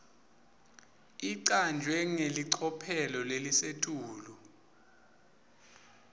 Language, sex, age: Swati, male, 24